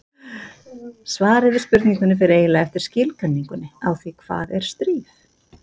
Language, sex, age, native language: Icelandic, female, 50-59, Icelandic